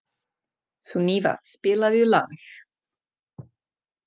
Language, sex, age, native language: Icelandic, female, 40-49, Czech